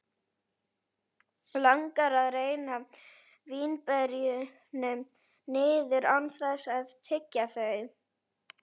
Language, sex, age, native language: Icelandic, female, 11, Icelandic